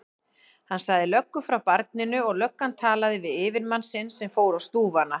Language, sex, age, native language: Icelandic, female, 40-49, Icelandic